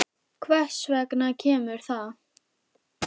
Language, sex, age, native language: Icelandic, female, 10, Icelandic